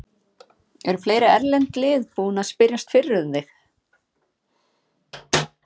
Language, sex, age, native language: Icelandic, female, 50-59, Icelandic